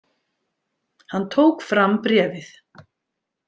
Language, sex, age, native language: Icelandic, female, 50-59, Icelandic